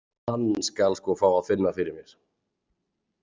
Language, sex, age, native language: Icelandic, male, 40-49, Icelandic